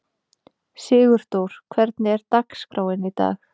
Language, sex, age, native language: Icelandic, female, 30-39, Icelandic